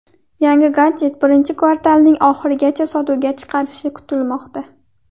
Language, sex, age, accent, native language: Uzbek, female, 18-24, Qashqadaryo, Uzbek